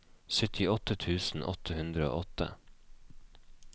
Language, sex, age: Norwegian, male, 29